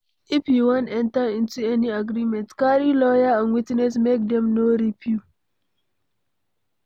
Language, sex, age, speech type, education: Nigerian Pidgin, female, 60+, read, secondary